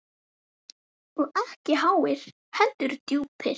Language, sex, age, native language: Icelandic, female, 10, Icelandic